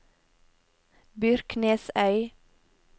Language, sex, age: Norwegian, female, 28